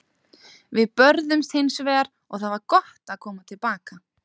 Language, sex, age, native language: Icelandic, female, 30-39, Icelandic